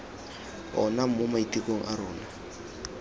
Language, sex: Tswana, male